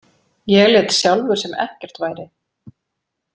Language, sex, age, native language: Icelandic, female, 40-49, Icelandic